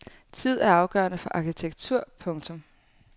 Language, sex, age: Danish, female, 18